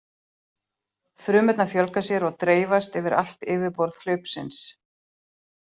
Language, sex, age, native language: Icelandic, female, 40-49, Icelandic